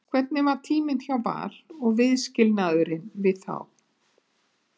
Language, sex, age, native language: Icelandic, female, 70-79, Icelandic